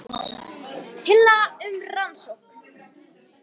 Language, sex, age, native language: Icelandic, female, 18-19, Icelandic